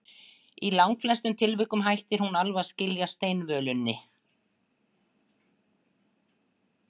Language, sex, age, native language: Icelandic, female, 60-69, Icelandic